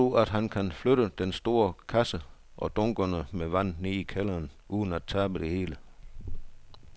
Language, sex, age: Danish, male, 62